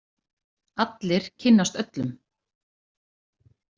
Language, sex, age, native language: Icelandic, female, 40-49, Icelandic